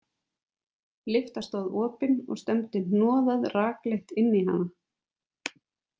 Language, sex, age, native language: Icelandic, female, 30-39, Icelandic